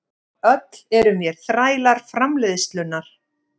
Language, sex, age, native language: Icelandic, female, 50-59, Icelandic